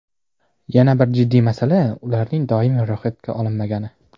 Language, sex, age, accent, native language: Uzbek, male, under 19, Jizzax, Uzbek